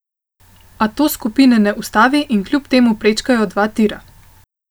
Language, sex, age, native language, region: Slovenian, female, 18-29, Slovenian, Central Slovenia